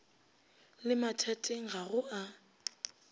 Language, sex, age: Northern Sotho, female, 25